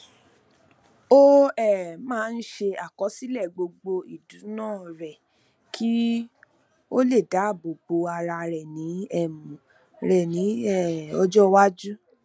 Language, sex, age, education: Yoruba, female, 15-29, tertiary